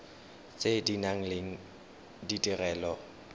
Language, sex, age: Tswana, male, 19